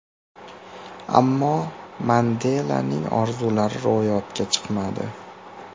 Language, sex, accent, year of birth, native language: Uzbek, male, Farg'ona, 2000, Uzbek